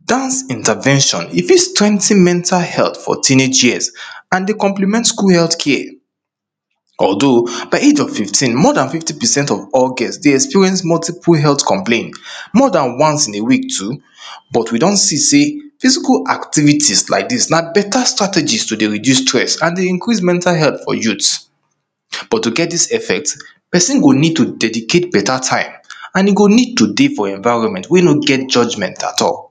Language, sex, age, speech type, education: Nigerian Pidgin, male, 30-45, spontaneous, tertiary